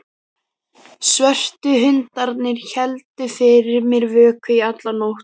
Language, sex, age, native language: Icelandic, female, 15, Icelandic